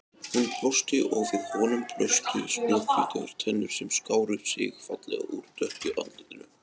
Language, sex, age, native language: Icelandic, male, 20-29, Icelandic